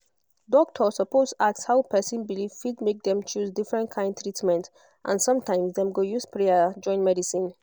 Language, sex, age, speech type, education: Nigerian Pidgin, female, 15-29, spontaneous, tertiary